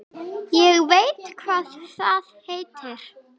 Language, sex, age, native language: Icelandic, female, 10, Icelandic